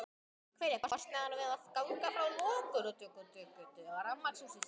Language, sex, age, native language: Icelandic, male, 18-19, Icelandic